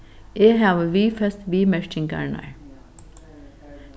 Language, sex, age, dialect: Faroese, female, 36-60, Norðuroyggjar